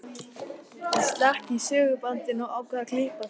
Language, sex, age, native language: Icelandic, male, 11, Icelandic